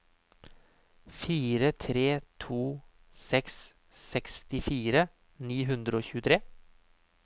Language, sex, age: Norwegian, male, 31